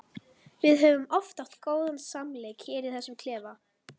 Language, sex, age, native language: Icelandic, female, 11, Icelandic